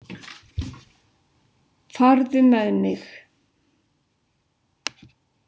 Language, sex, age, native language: Icelandic, female, 60-69, Icelandic